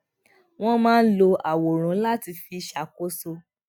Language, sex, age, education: Yoruba, female, 15-29, tertiary